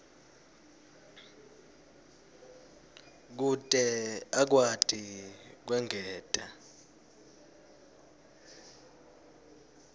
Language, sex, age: Swati, male, 20